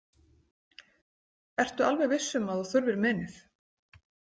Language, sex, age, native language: Icelandic, female, 40-49, Icelandic